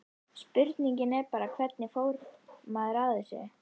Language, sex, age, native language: Icelandic, female, 11, Icelandic